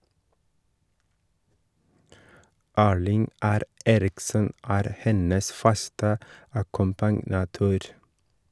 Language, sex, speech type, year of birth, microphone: Norwegian, male, read, 1983, Shure